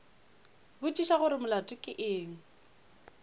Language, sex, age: Northern Sotho, female, 25